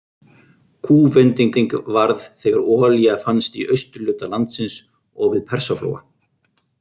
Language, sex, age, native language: Icelandic, male, 50-59, Icelandic